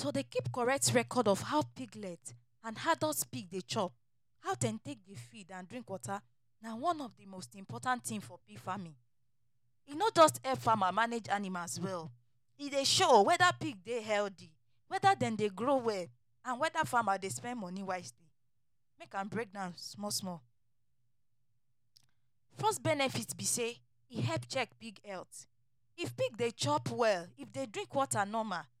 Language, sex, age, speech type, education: Nigerian Pidgin, female, 30-45, spontaneous, tertiary